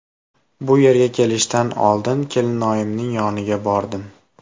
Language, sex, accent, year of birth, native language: Uzbek, male, Farg'ona, 2000, Uzbek